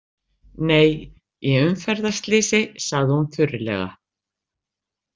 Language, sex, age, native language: Icelandic, female, 60-69, Icelandic